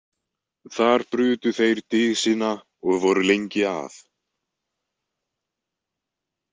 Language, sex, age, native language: Icelandic, male, 20-29, Icelandic